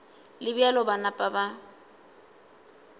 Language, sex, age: Northern Sotho, female, 20